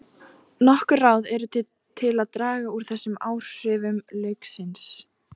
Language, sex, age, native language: Icelandic, female, 18-19, Icelandic